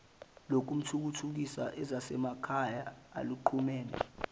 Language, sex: Zulu, male